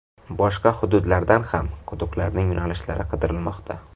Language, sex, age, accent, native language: Uzbek, male, 18-24, Navoiy, Uzbek